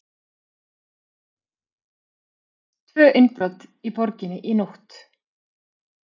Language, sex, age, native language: Icelandic, female, 30-39, Icelandic